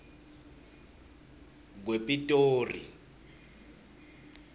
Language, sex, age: South Ndebele, male, 23